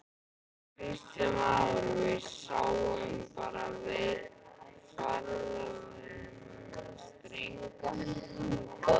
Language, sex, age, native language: Icelandic, male, 11, Icelandic